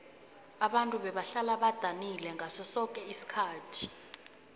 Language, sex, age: South Ndebele, female, 18